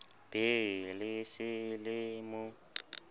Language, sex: Southern Sotho, male